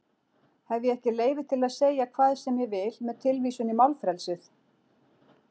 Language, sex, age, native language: Icelandic, female, 40-49, Icelandic